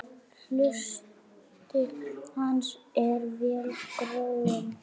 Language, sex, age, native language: Icelandic, female, 8, Icelandic